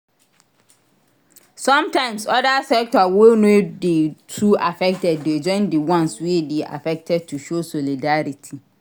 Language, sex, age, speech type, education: Nigerian Pidgin, female, 46-60, read, secondary